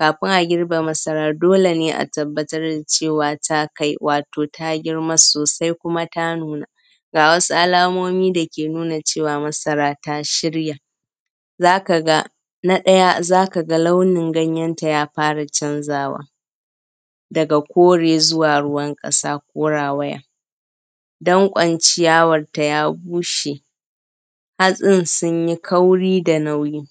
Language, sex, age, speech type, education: Hausa, female, 15-29, spontaneous, primary